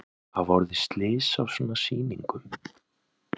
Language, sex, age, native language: Icelandic, male, 20-29, Icelandic